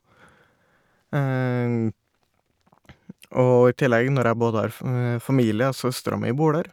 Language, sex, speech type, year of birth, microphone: Norwegian, male, spontaneous, 1989, Shure